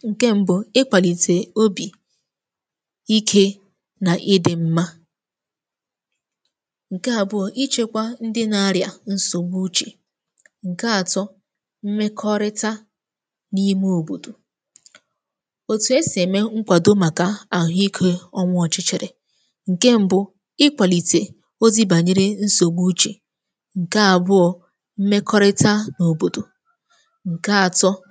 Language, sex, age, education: Igbo, female, 15-29, tertiary